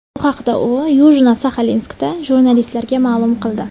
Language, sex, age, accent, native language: Uzbek, female, 19-29, Samarqand, Uzbek